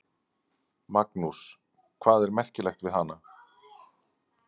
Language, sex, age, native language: Icelandic, male, 40-49, Icelandic